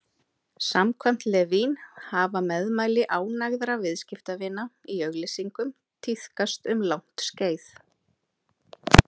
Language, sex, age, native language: Icelandic, female, 30-39, Icelandic